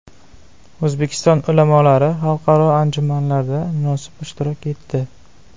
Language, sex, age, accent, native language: Uzbek, male, 12-17, Jizzax, Uzbek